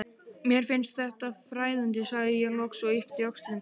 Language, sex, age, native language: Icelandic, male, 12, Icelandic